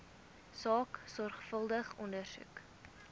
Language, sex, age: Afrikaans, female, 19